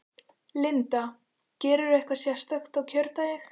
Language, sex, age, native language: Icelandic, female, 14, Icelandic